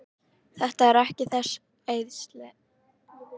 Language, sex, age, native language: Icelandic, female, 18-19, Icelandic